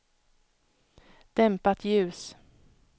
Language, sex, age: Swedish, female, 31